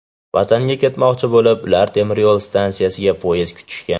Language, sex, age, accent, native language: Uzbek, male, 18-24, Farg'ona, Uzbek